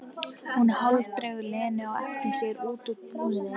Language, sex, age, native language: Icelandic, female, 13, Icelandic